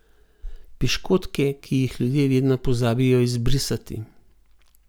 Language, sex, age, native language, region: Slovenian, male, 50-59, Slovenian, Gorenjska region